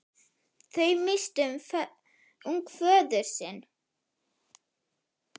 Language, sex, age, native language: Icelandic, female, 9, Icelandic